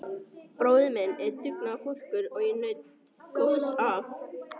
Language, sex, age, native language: Icelandic, female, 14, Icelandic